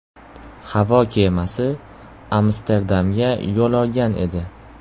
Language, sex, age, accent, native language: Uzbek, male, 18-24, Qoraqalpog'iston, Uzbek